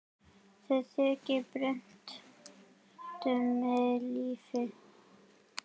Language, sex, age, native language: Icelandic, female, 9, Icelandic